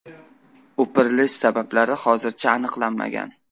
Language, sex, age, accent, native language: Uzbek, male, 18-24, Qashqadaryo, Uzbek